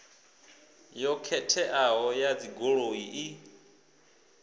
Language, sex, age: Venda, male, 24